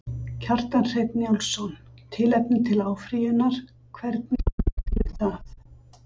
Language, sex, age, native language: Icelandic, female, 50-59, Icelandic